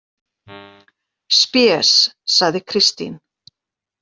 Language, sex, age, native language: Icelandic, female, 40-49, Icelandic